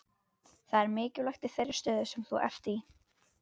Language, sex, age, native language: Icelandic, female, 12, Icelandic